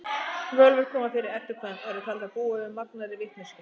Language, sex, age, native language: Icelandic, female, 30-39, Icelandic